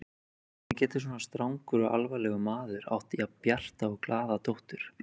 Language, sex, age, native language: Icelandic, male, 30-39, Icelandic